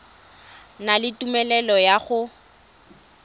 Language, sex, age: Tswana, female, 20